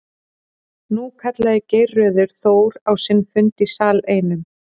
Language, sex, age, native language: Icelandic, female, 40-49, Icelandic